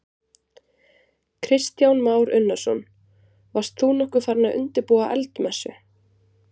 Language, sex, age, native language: Icelandic, female, 20-29, Icelandic